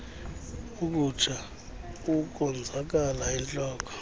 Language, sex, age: Xhosa, male, 35